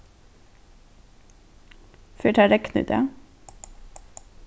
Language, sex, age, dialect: Faroese, female, 15-35, Norðurstreymoy/Eysturoy